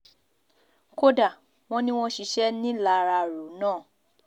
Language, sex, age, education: Yoruba, female, 15-29, tertiary